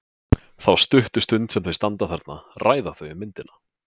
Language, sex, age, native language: Icelandic, male, 20-29, Icelandic